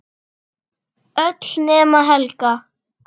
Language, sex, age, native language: Icelandic, female, 10, Icelandic